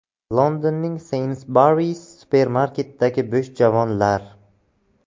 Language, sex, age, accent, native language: Uzbek, male, 18-24, Buxoro, Uzbek